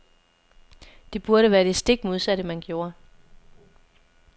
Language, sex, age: Danish, female, 27